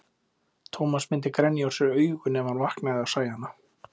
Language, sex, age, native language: Icelandic, male, 20-29, Icelandic